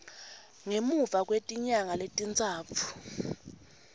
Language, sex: Swati, female